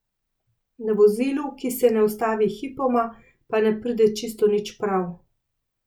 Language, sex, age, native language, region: Slovenian, female, 30-49, Slovenian, Central Slovenia